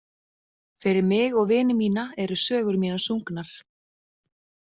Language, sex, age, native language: Icelandic, female, 40-49, Icelandic